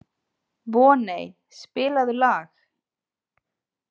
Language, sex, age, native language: Icelandic, female, 30-39, Icelandic